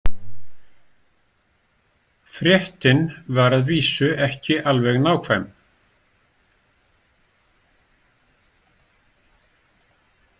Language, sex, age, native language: Icelandic, male, 60-69, Icelandic